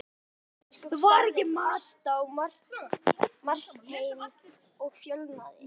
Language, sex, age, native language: Icelandic, male, 11, Icelandic